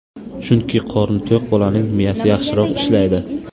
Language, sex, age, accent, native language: Uzbek, male, under 19, Buxoro, Uzbek